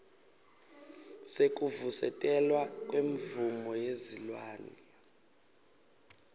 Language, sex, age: Swati, male, 19